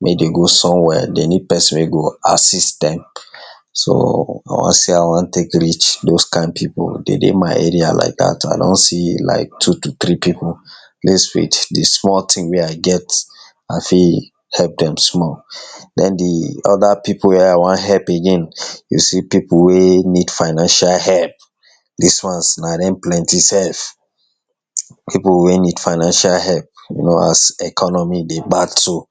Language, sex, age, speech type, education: Nigerian Pidgin, male, 60+, spontaneous, tertiary